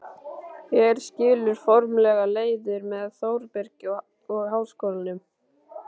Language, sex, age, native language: Icelandic, male, 13, Icelandic